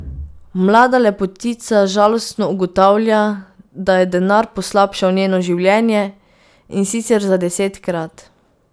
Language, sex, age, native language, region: Slovenian, female, 18-29, Slovenian, Pomurje region